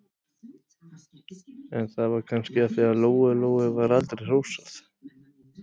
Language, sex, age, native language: Icelandic, male, 30-39, Icelandic